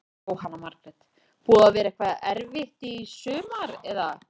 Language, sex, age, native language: Icelandic, female, 30-39, Icelandic